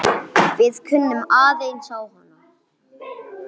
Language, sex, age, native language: Icelandic, male, 9, English